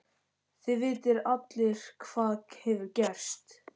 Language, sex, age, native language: Icelandic, male, 13, Icelandic